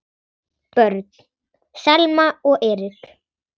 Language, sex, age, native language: Icelandic, female, 10, Icelandic